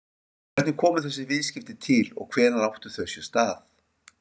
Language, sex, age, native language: Icelandic, male, 50-59, Icelandic